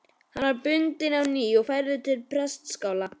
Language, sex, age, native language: Icelandic, male, 11, Icelandic